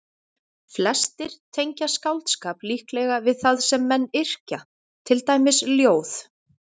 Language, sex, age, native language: Icelandic, female, 40-49, Icelandic